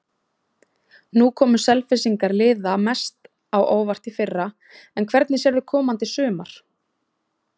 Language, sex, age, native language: Icelandic, female, 20-29, Icelandic